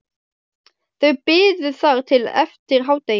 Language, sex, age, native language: Icelandic, male, 12, Icelandic